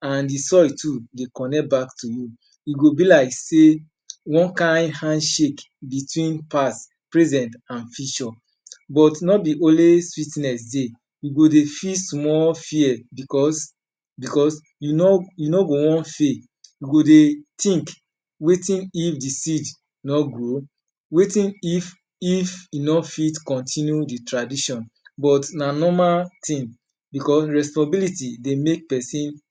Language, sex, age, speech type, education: Nigerian Pidgin, male, 30-45, spontaneous, tertiary